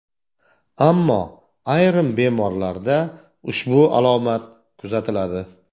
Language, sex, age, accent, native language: Uzbek, male, 40-49, Toshkent viloyati, Uzbek